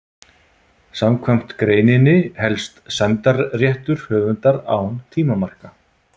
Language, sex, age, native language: Icelandic, male, 50-59, Icelandic